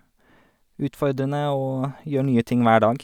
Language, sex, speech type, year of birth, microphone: Norwegian, male, spontaneous, 1988, Sennheiser